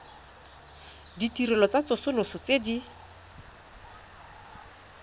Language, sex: Tswana, female